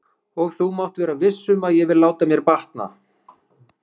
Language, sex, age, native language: Icelandic, male, 30-39, Icelandic